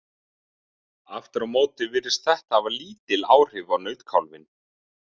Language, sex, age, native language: Icelandic, male, 30-39, Icelandic